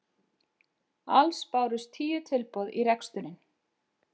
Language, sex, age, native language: Icelandic, female, 50-59, Icelandic